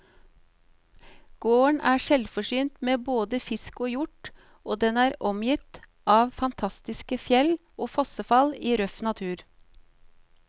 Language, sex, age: Norwegian, female, 38